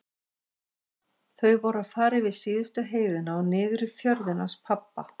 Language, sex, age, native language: Icelandic, female, 50-59, Icelandic